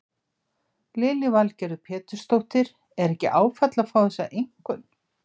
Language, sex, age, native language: Icelandic, female, 60-69, Icelandic